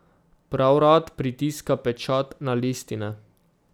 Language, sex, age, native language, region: Slovenian, male, 18-29, Slovenian, Drava region